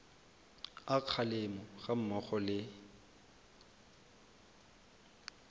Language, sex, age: Tswana, male, 23